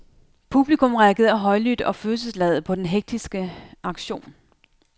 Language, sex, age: Danish, female, 32